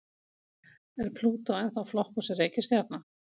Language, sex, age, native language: Icelandic, female, 50-59, Icelandic